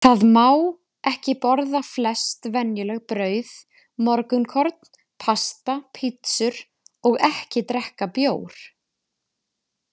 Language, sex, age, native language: Icelandic, female, 20-29, Icelandic